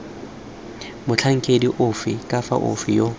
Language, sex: Tswana, male